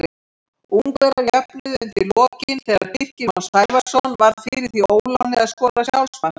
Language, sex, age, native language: Icelandic, female, 50-59, Icelandic